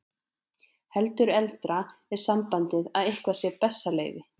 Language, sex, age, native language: Icelandic, female, 20-29, Icelandic